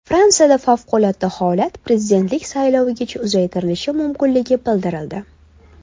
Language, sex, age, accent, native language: Uzbek, female, 19-29, Toshkent shahri, Uzbek